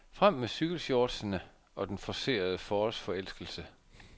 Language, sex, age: Danish, male, 51